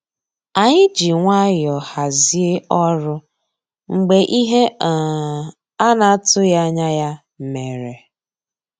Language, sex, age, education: Igbo, female, 30-45, tertiary